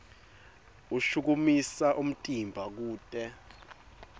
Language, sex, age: Swati, male, 22